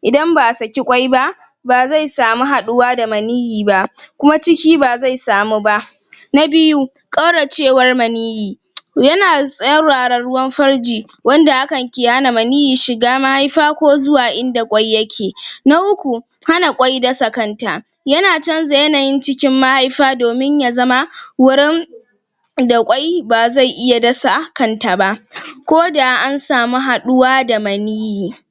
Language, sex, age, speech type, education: Hausa, female, 46-60, spontaneous, tertiary